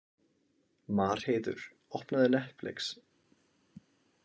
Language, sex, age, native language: Icelandic, male, 20-29, Icelandic